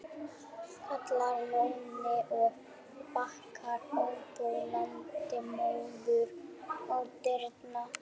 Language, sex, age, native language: Icelandic, female, 11, German